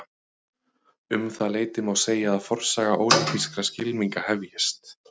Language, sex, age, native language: Icelandic, male, 30-39, Icelandic